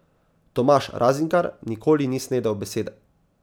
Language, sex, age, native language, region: Slovenian, male, 18-29, Slovenian, Savinja region